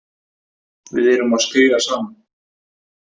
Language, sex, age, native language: Icelandic, male, 18-19, Icelandic